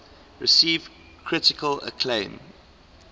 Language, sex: English, male